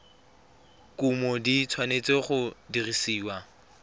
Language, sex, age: Tswana, male, 23